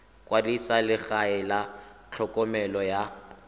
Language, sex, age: Tswana, male, 25